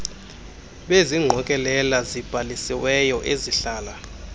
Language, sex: Xhosa, male